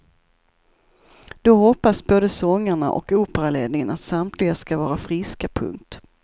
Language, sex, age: Swedish, female, 54